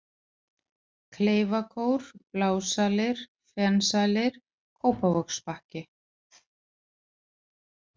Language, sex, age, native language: Icelandic, female, 40-49, Icelandic